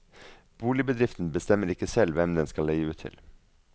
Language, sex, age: Norwegian, male, 42